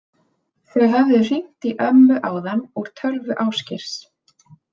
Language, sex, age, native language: Icelandic, female, 30-39, Icelandic